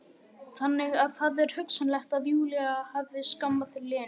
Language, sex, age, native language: Icelandic, male, 11, Icelandic